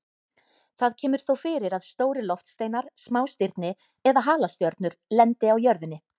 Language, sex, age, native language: Icelandic, female, 18-19, Icelandic